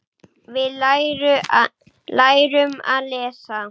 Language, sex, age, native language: Icelandic, male, 9, Icelandic